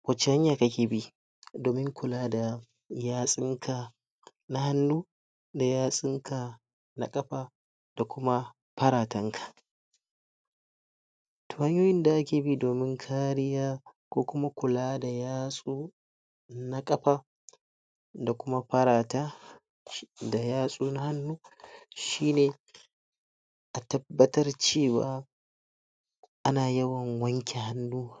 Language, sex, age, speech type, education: Hausa, male, 60+, spontaneous, tertiary